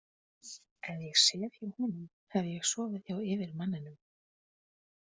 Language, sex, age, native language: Icelandic, female, 20-29, Icelandic